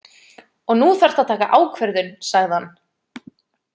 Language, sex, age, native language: Icelandic, female, 20-29, Icelandic